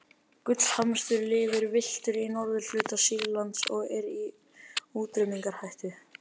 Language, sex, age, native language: Icelandic, male, 30-39, Icelandic